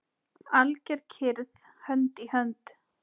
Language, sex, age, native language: Icelandic, female, 7, Icelandic